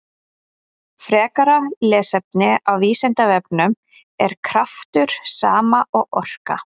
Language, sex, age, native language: Icelandic, female, 30-39, Icelandic